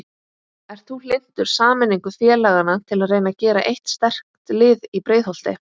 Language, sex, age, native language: Icelandic, female, 20-29, Icelandic